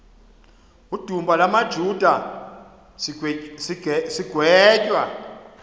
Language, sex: Xhosa, male